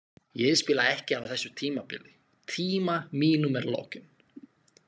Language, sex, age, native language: Icelandic, male, 20-29, Slovak